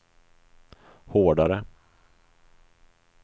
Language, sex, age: Swedish, male, 25